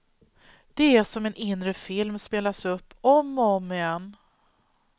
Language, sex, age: Swedish, female, 39